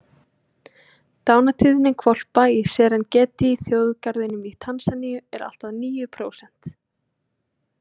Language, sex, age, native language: Icelandic, female, 30-39, Icelandic